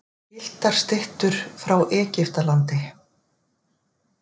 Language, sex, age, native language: Icelandic, female, 50-59, Icelandic